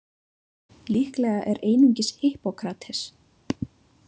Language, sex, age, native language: Icelandic, female, 20-29, Icelandic